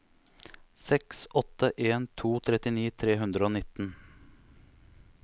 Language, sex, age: Norwegian, male, 29